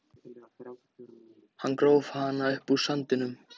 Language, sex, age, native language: Icelandic, male, 14, Icelandic